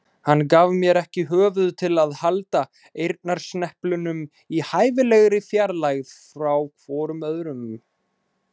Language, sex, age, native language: Icelandic, male, 20-29, Icelandic